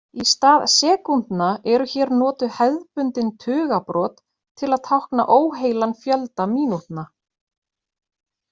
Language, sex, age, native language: Icelandic, female, 40-49, Icelandic